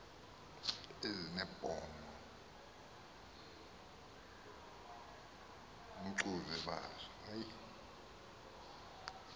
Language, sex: Xhosa, male